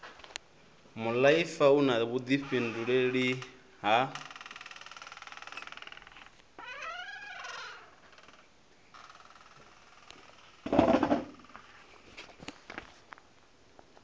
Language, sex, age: Venda, male, 24